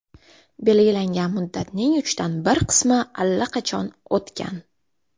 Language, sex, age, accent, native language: Uzbek, female, 18-24, Toshkent shahri, Uzbek